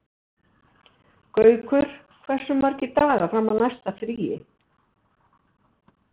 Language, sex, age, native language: Icelandic, female, 60-69, Icelandic